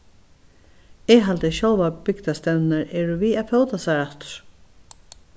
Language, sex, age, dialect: Faroese, female, 61+, Norðurstreymoy/Eysturoy